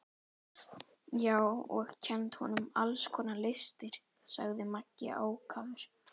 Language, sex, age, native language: Icelandic, male, 11, Icelandic